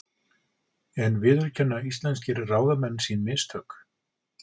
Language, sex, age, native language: Icelandic, male, 40-49, Icelandic